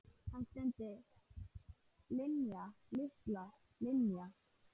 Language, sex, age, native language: Icelandic, female, 10, Icelandic